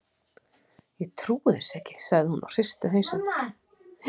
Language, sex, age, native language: Icelandic, female, 30-39, Icelandic